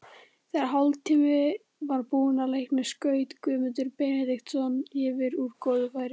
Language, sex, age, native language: Icelandic, male, 18-19, Icelandic